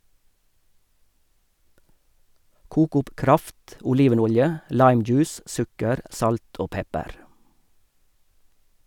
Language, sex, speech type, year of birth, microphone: Norwegian, male, read, 1956, Sennheiser